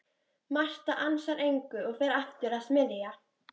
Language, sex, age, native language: Icelandic, female, 13, Icelandic